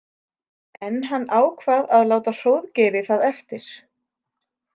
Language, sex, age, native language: Icelandic, female, 30-39, Icelandic